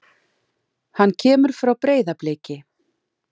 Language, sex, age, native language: Icelandic, female, 40-49, Icelandic